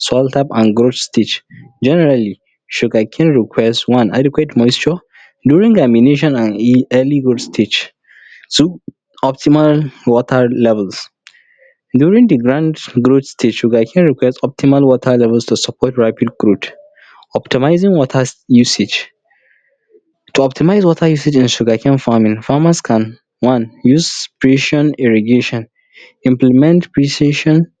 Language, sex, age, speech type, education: Hausa, male, 30-45, spontaneous, tertiary